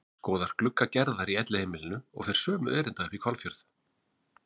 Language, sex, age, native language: Icelandic, male, 40-49, Icelandic